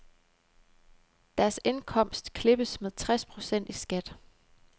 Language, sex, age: Danish, female, 29